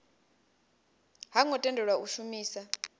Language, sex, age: Venda, female, 28